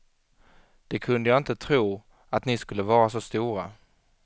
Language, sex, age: Swedish, male, 25